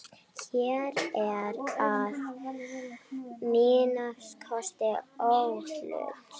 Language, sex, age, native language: Icelandic, female, 12, Icelandic